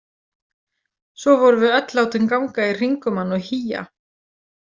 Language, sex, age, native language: Icelandic, female, 40-49, Icelandic